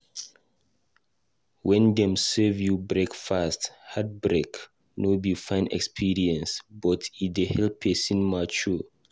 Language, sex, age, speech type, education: Nigerian Pidgin, male, 15-29, read, tertiary